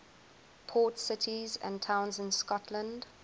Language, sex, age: English, female, 20